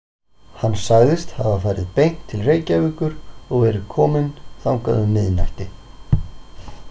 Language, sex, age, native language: Icelandic, male, 40-49, Icelandic